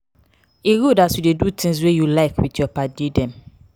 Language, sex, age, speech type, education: Nigerian Pidgin, female, 15-29, spontaneous, tertiary